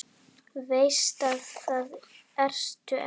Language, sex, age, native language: Icelandic, female, 7, Icelandic